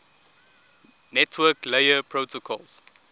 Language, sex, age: English, male, 20